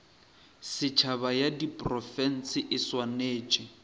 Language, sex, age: Northern Sotho, male, 23